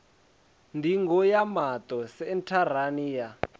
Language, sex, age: Venda, male, 20